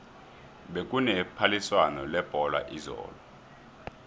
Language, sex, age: South Ndebele, male, 23